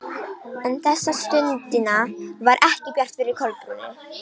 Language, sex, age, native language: Icelandic, female, 18-19, Romanian